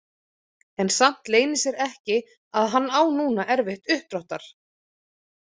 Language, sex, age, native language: Icelandic, female, 30-39, Icelandic